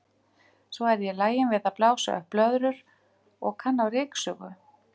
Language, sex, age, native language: Icelandic, female, 50-59, Icelandic